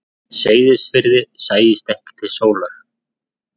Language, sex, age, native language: Icelandic, male, 40-49, Icelandic